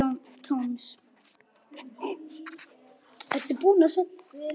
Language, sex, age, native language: Icelandic, male, 9, Icelandic